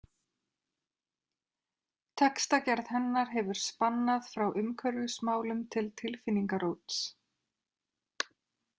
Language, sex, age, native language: Icelandic, female, 30-39, Icelandic